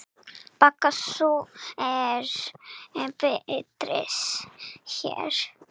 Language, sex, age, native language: Icelandic, female, 9, Serbo-Croatian